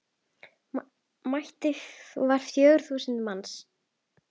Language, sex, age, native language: Icelandic, female, 10, Icelandic